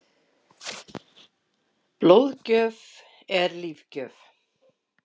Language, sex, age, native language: Icelandic, female, 60-69, Icelandic